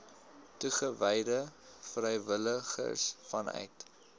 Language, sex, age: Afrikaans, male, 22